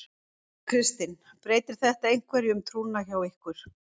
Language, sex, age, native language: Icelandic, female, 50-59, Icelandic